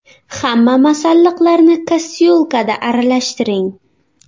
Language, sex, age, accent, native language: Uzbek, female, 19-29, Xorazm, Uzbek